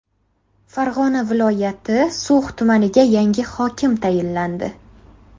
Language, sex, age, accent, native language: Uzbek, female, 18-24, Qashqadaryo, Uzbek